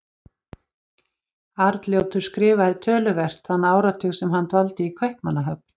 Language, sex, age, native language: Icelandic, female, 50-59, Icelandic